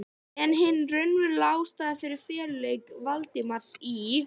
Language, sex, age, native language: Icelandic, female, 11, Icelandic